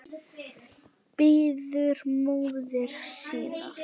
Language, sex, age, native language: Icelandic, female, 9, Icelandic